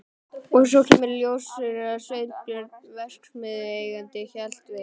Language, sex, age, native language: Icelandic, female, 12, Icelandic